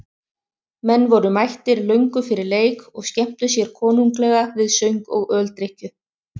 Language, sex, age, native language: Icelandic, other, 30-39, Icelandic